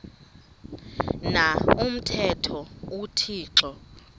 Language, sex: Xhosa, female